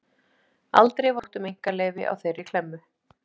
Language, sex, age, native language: Icelandic, female, 50-59, Icelandic